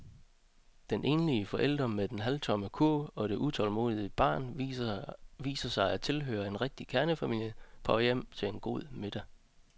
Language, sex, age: Danish, male, 30